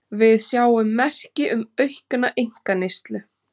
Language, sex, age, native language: Icelandic, female, 30-39, Icelandic